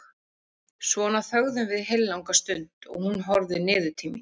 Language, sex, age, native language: Icelandic, female, 40-49, Icelandic